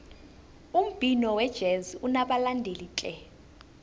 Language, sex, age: South Ndebele, female, 21